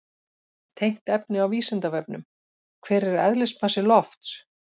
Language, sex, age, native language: Icelandic, female, 40-49, Icelandic